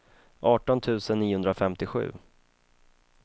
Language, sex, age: Swedish, male, 31